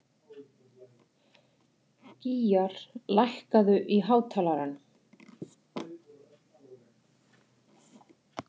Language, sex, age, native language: Icelandic, female, 40-49, Icelandic